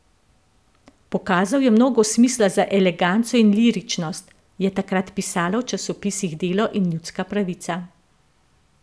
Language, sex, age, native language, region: Slovenian, female, 50-59, Slovenian, Central Slovenia